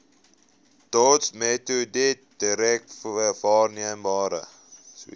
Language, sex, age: Afrikaans, male, 19